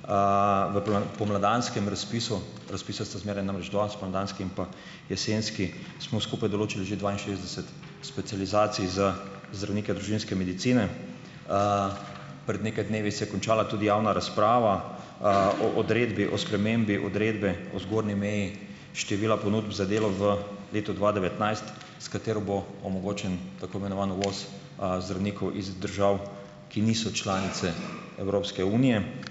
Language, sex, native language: Slovenian, male, Slovenian